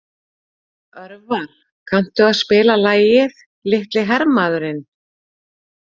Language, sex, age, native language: Icelandic, female, 40-49, Icelandic